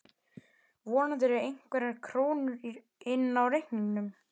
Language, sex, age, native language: Icelandic, male, 11, Icelandic